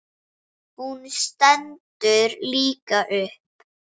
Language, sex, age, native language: Icelandic, female, 7, Icelandic